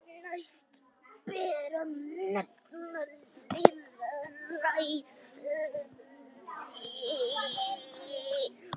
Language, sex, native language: Icelandic, male, Icelandic